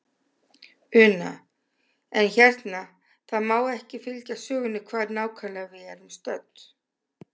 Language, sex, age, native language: Icelandic, female, 60-69, Icelandic